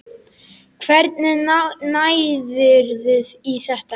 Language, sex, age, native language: Icelandic, male, 10, Icelandic